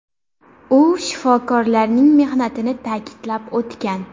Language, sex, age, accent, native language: Uzbek, female, 18-24, Farg'ona, Uzbek